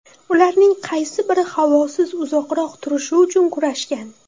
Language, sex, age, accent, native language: Uzbek, female, under 19, Toshkent shahri, Uzbek